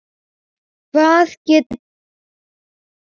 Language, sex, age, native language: Icelandic, male, 10, Icelandic